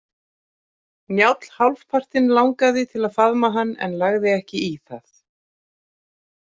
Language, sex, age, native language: Icelandic, female, 40-49, Icelandic